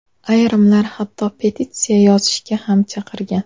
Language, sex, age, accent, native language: Uzbek, female, 18-24, Namangan, Uzbek